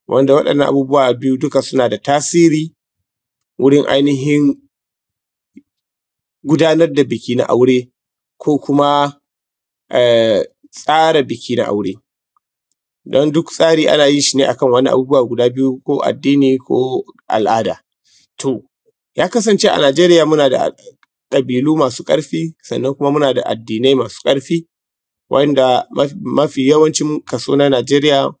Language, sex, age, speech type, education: Hausa, male, 15-29, spontaneous, tertiary